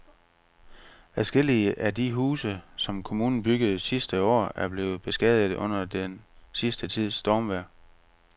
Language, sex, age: Danish, male, 45